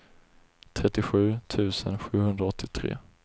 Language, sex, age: Swedish, male, 20